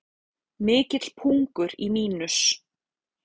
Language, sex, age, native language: Icelandic, female, 30-39, Icelandic